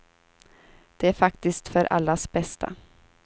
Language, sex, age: Swedish, female, 32